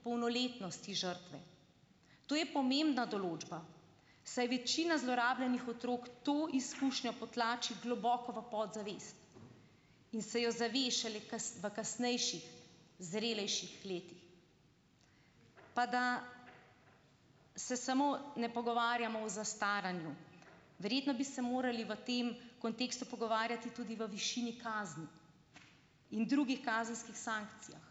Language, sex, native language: Slovenian, female, Slovenian